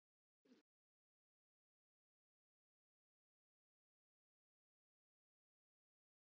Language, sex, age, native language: Icelandic, female, 40-49, Icelandic